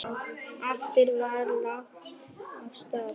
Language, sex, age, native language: Icelandic, male, 10, Icelandic